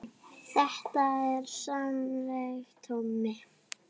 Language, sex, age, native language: Icelandic, female, 8, Icelandic